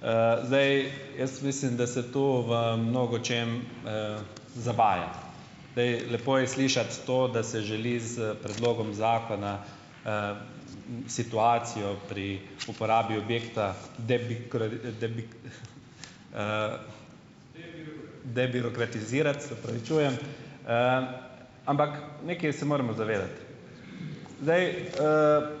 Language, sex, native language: Slovenian, male, Slovenian